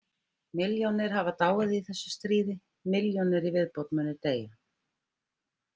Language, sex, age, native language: Icelandic, female, 50-59, Icelandic